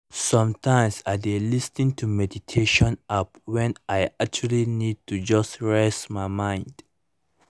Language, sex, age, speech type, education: Nigerian Pidgin, male, 15-29, spontaneous, tertiary